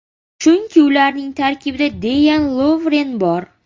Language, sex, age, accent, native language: Uzbek, female, 18-24, Sirdaryo, Uzbek